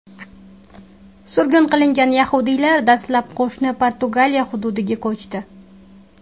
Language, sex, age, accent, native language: Uzbek, female, 19-29, Qashqadaryo, Uzbek